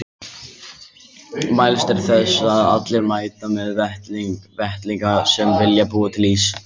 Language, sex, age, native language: Icelandic, male, 20-29, Icelandic